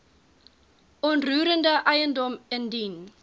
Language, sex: Afrikaans, female